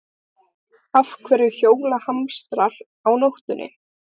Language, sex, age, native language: Icelandic, other, 18-19, Icelandic